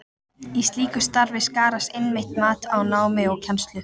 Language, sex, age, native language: Icelandic, female, 14, Icelandic